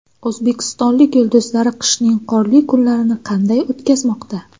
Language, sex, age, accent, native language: Uzbek, female, 19-29, Xorazm, Uzbek